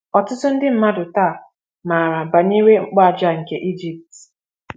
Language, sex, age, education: Igbo, female, 15-29, tertiary